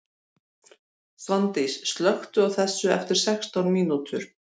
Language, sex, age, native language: Icelandic, female, 40-49, Icelandic